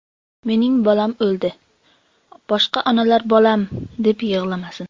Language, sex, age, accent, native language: Uzbek, female, under 19, Sirdaryo, Uzbek